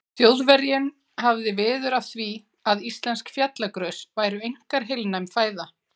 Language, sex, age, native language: Icelandic, female, 40-49, Icelandic